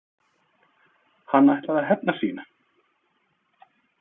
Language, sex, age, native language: Icelandic, male, 30-39, Icelandic